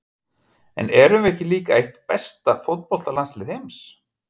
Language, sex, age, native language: Icelandic, male, 50-59, Icelandic